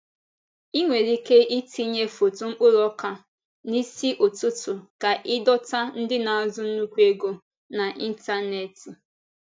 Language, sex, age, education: Igbo, female, 15-29, tertiary